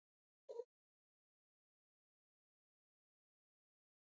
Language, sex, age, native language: Icelandic, female, 40-49, Icelandic